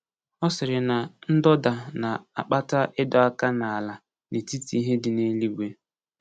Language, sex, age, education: Igbo, male, 15-29, tertiary